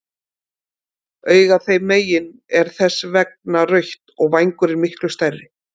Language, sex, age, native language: Icelandic, female, 50-59, Icelandic